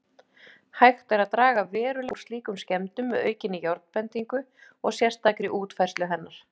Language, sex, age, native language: Icelandic, female, 50-59, Icelandic